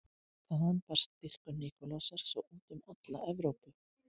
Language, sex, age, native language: Icelandic, female, 50-59, Icelandic